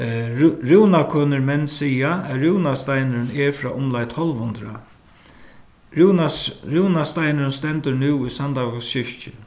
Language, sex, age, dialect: Faroese, male, 61+, Suðuroy